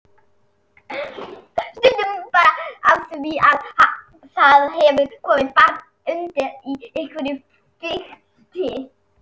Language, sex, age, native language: Icelandic, female, 40-49, Icelandic